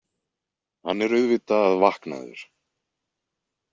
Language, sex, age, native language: Icelandic, male, 20-29, Icelandic